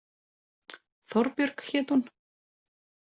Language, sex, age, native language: Icelandic, female, 40-49, Icelandic